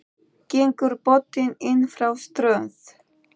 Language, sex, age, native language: Icelandic, female, 9, Icelandic